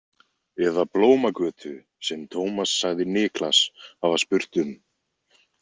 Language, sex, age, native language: Icelandic, male, 20-29, Icelandic